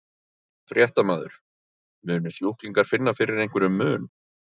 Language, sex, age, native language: Icelandic, male, 30-39, Icelandic